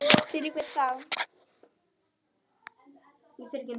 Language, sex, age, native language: Icelandic, female, 10, Icelandic